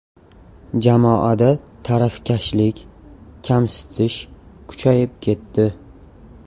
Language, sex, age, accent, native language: Uzbek, male, 18-24, Toshkent viloyati, Uzbek